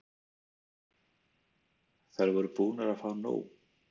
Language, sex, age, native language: Icelandic, male, 30-39, Icelandic